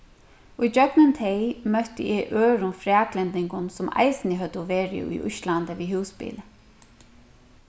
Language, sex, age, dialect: Faroese, female, 36-60, Suðurstreymoy